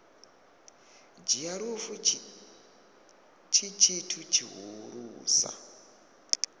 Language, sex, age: Venda, male, 22